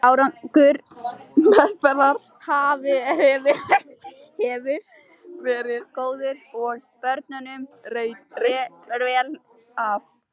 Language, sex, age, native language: Icelandic, female, 18-19, Icelandic